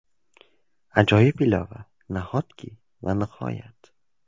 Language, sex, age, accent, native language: Uzbek, male, 18-24, Toshkent viloyati, Uzbek